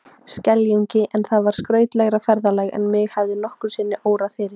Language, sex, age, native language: Icelandic, female, 18-19, Icelandic